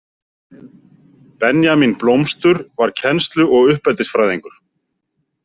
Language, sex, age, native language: Icelandic, male, 40-49, Icelandic